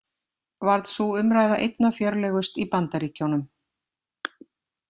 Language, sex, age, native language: Icelandic, female, 50-59, Icelandic